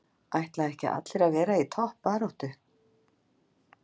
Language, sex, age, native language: Icelandic, female, 50-59, Icelandic